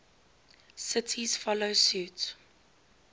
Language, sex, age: English, female, 19